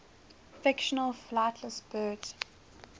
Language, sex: English, female